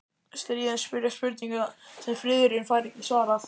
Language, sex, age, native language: Icelandic, male, 12, Icelandic